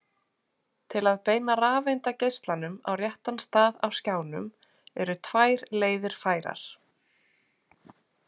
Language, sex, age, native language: Icelandic, female, 40-49, Icelandic